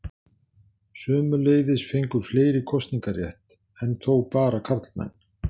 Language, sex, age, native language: Icelandic, male, 60-69, Icelandic